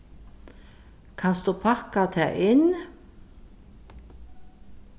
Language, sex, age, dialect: Faroese, female, 36-60, Suðurstreymoy